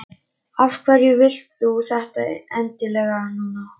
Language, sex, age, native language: Icelandic, male, 11, Icelandic